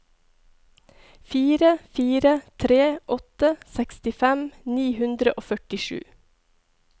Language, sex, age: Norwegian, female, 42